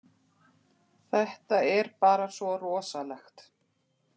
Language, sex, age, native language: Icelandic, female, 50-59, Icelandic